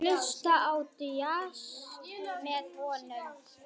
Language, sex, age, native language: Icelandic, male, 9, Icelandic